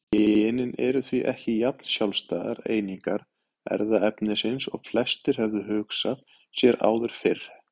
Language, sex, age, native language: Icelandic, male, 30-39, Icelandic